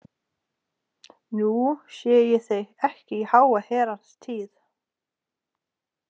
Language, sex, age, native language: Icelandic, female, 40-49, Danish